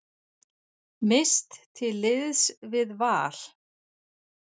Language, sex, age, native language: Icelandic, female, 40-49, Icelandic